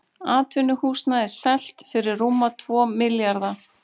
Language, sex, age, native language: Icelandic, female, 40-49, Icelandic